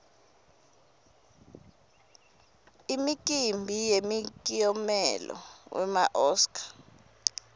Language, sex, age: Swati, female, 23